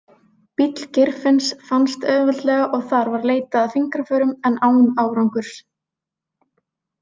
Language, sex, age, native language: Icelandic, female, 20-29, Icelandic